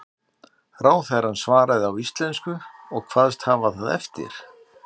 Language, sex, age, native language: Icelandic, male, 60-69, Icelandic